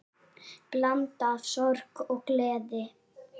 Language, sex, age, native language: Icelandic, female, 7, Icelandic